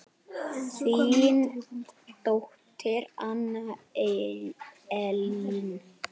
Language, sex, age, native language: Icelandic, male, 9, Icelandic